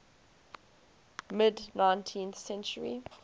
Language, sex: English, female